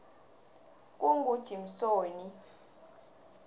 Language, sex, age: South Ndebele, female, 21